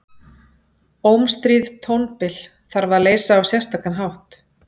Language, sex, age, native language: Icelandic, female, 40-49, Icelandic